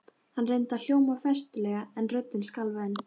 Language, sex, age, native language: Icelandic, female, 12, Icelandic